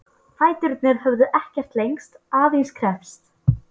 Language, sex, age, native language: Icelandic, female, 12, Polish